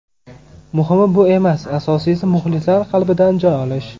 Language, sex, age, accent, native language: Uzbek, male, 18-24, Navoiy, Uzbek